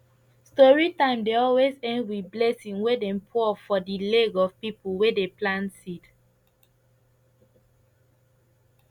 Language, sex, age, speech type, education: Nigerian Pidgin, female, 15-29, spontaneous, secondary